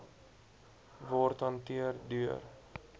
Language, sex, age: Afrikaans, male, 22